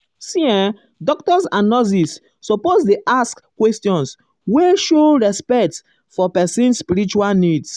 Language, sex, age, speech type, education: Nigerian Pidgin, male, 15-29, spontaneous, tertiary